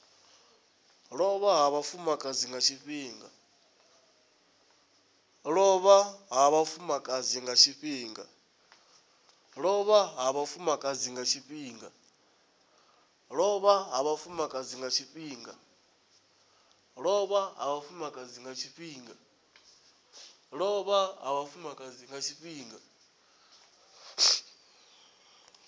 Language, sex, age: Venda, male, 20